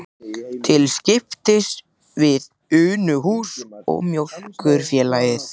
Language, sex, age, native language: Icelandic, male, 14, Icelandic